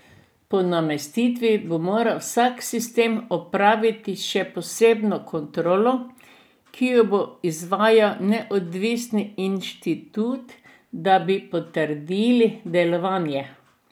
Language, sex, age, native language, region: Slovenian, female, 60+, Slovenian, Drava region